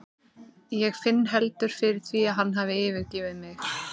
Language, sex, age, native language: Icelandic, female, 30-39, Icelandic